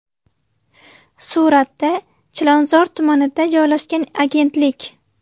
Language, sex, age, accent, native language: Uzbek, female, 19-29, Namangan, Uzbek